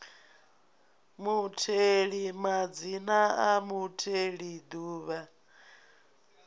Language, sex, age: Venda, female, 24